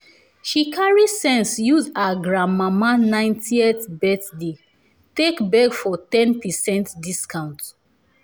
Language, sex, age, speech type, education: Nigerian Pidgin, female, 15-29, spontaneous, tertiary